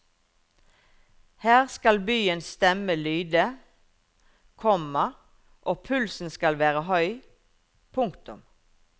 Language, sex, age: Norwegian, female, 51